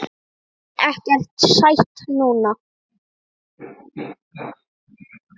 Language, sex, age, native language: Icelandic, male, 8, Icelandic